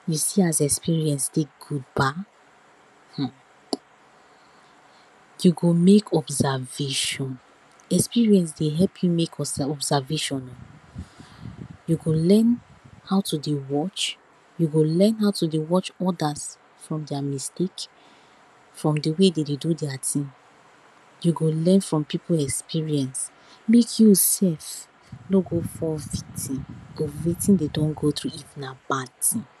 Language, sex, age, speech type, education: Nigerian Pidgin, female, 46-60, spontaneous, tertiary